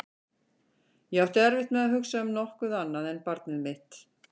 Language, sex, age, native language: Icelandic, female, 50-59, Icelandic